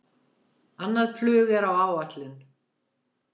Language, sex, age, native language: Icelandic, female, 70-79, Icelandic